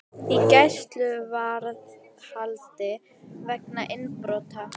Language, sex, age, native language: Icelandic, male, 18-19, Icelandic